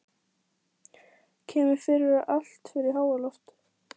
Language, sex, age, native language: Icelandic, female, 14, Icelandic